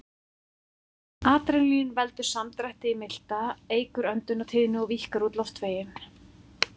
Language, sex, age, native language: Icelandic, female, 40-49, Icelandic